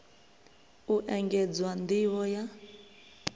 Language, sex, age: Venda, female, 23